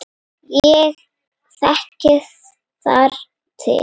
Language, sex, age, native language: Icelandic, female, 8, Icelandic